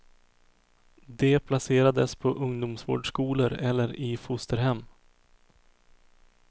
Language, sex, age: Swedish, male, 24